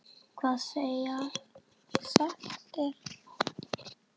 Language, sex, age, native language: Icelandic, female, 10, Icelandic